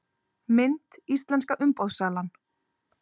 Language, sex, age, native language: Icelandic, female, 30-39, Icelandic